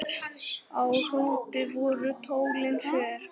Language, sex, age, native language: Icelandic, male, 10, Icelandic